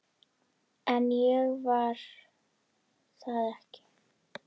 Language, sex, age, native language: Icelandic, female, 10, Icelandic